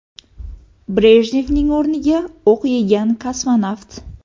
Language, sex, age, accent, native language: Uzbek, female, under 19, Qoraqalpog'iston, Uzbek